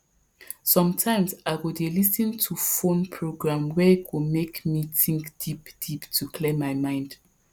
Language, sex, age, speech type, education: Nigerian Pidgin, female, 30-45, spontaneous, tertiary